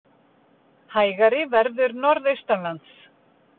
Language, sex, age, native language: Icelandic, female, 50-59, Icelandic